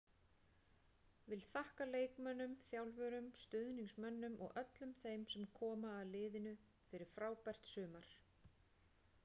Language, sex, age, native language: Icelandic, female, 40-49, Icelandic